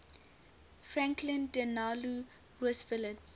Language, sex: English, female